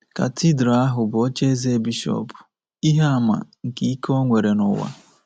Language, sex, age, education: Igbo, male, 15-29, tertiary